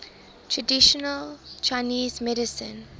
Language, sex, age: English, female, 23